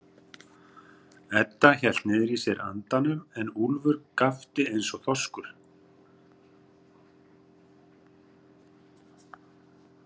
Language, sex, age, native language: Icelandic, male, 40-49, Icelandic